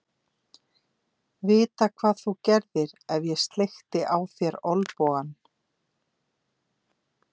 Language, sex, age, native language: Icelandic, female, 50-59, Icelandic